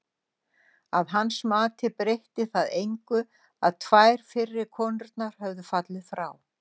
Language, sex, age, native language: Icelandic, female, 60-69, Icelandic